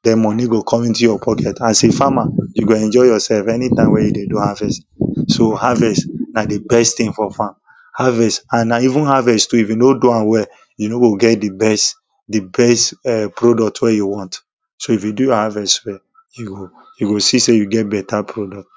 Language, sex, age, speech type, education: Nigerian Pidgin, male, 15-29, spontaneous, tertiary